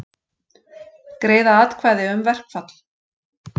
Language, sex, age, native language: Icelandic, female, 40-49, Icelandic